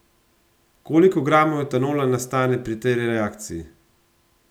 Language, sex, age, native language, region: Slovenian, male, 30-49, Slovenian, Gorenjska region